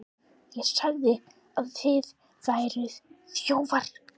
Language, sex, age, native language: Icelandic, female, 11, Icelandic